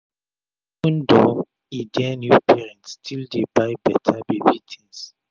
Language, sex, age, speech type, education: Nigerian Pidgin, male, 30-45, spontaneous, tertiary